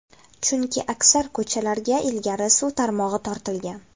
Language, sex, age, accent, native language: Uzbek, female, 18-24, Toshkent viloyati, Uzbek